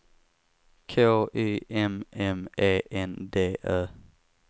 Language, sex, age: Swedish, male, 18